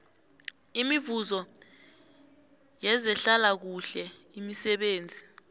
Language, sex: South Ndebele, female